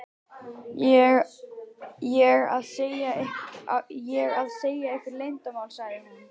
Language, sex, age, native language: Icelandic, male, 11, Icelandic